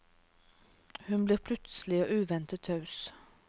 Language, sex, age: Norwegian, female, 36